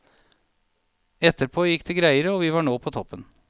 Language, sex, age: Norwegian, male, 37